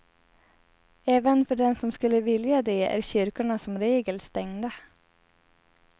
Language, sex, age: Swedish, female, 30